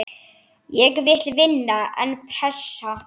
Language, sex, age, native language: Icelandic, female, 10, Icelandic